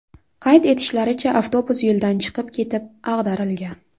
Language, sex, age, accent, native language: Uzbek, female, 19-29, Navoiy, Uzbek